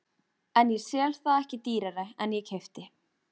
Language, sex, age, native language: Icelandic, female, 14, Icelandic